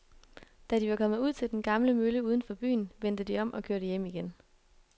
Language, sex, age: Danish, female, 22